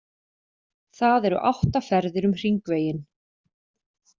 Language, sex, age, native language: Icelandic, female, 40-49, Icelandic